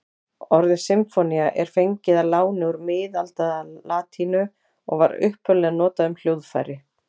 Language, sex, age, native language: Icelandic, female, 40-49, Icelandic